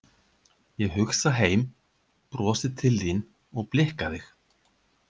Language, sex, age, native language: Icelandic, male, 50-59, Icelandic